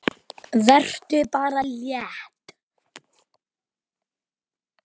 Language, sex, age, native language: Icelandic, male, 10, Icelandic